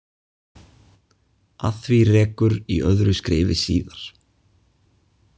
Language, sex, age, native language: Icelandic, male, 20-29, Icelandic